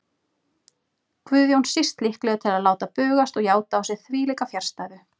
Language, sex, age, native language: Icelandic, female, 30-39, Icelandic